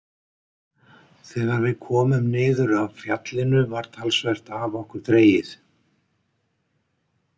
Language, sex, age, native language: Icelandic, male, 60-69, Icelandic